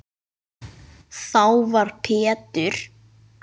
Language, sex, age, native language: Icelandic, male, 9, Icelandic